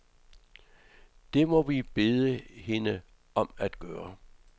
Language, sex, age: Danish, male, 66